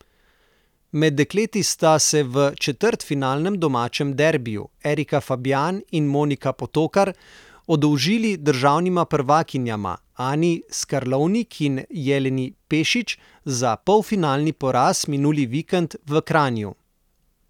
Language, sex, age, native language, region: Slovenian, male, 30-49, Slovenian, Southeast Slovenia